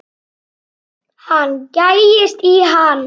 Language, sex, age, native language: Icelandic, male, 7, Icelandic